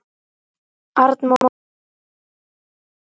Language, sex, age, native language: Icelandic, female, 11, Icelandic